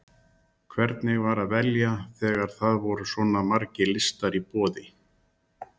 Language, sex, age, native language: Icelandic, male, 60-69, Icelandic